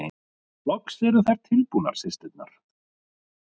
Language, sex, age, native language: Icelandic, male, 30-39, Icelandic